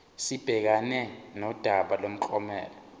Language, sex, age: Zulu, male, 23